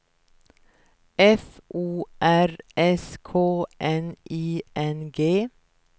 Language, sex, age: Swedish, female, 48